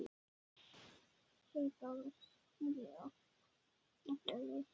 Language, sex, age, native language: Icelandic, male, 12, Icelandic